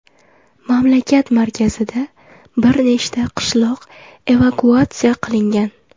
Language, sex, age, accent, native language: Uzbek, female, 18-24, Jizzax, Uzbek